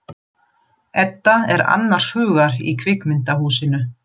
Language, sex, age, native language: Icelandic, female, 40-49, German